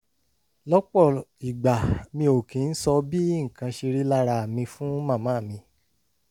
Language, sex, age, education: Yoruba, male, 30-45, tertiary